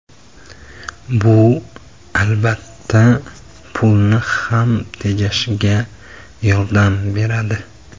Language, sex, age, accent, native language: Uzbek, male, 25-34, Andijon, Uzbek